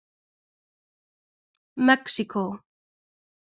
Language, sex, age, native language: Icelandic, female, 20-29, Icelandic